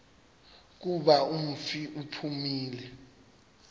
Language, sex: Xhosa, male